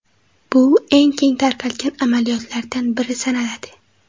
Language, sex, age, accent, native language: Uzbek, female, 18-24, Xorazm, Uzbek